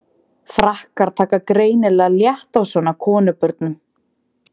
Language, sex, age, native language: Icelandic, female, 20-29, Icelandic